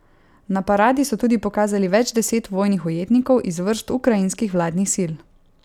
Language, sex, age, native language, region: Slovenian, female, 18-29, Slovenian, Savinja region